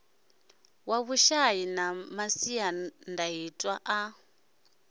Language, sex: Venda, male